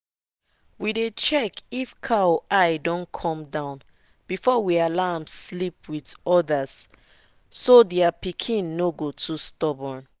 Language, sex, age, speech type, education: Nigerian Pidgin, female, 30-45, spontaneous, tertiary